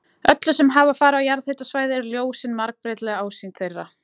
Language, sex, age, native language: Icelandic, female, 20-29, Icelandic